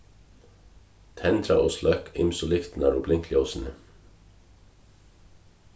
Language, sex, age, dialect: Faroese, male, 36-60, Suðurstreymoy